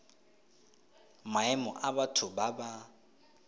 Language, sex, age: Tswana, male, 20